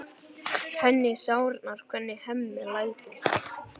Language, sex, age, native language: Icelandic, male, 10, Icelandic